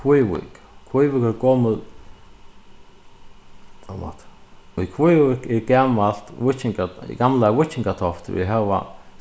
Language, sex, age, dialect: Faroese, male, 36-60, Suðuroy